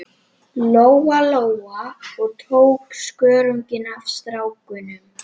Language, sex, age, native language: Icelandic, female, 11, Icelandic